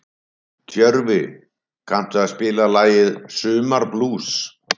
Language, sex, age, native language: Icelandic, male, 70-79, Icelandic